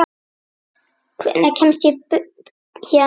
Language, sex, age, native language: Icelandic, female, 9, Icelandic